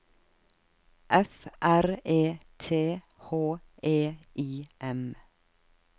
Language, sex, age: Norwegian, female, 52